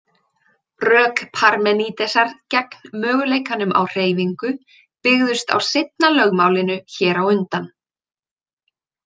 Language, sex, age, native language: Icelandic, female, 20-29, Icelandic